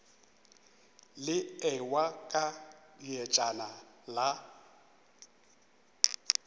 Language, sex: Northern Sotho, male